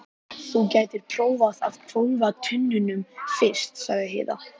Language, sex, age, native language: Icelandic, male, 11, Icelandic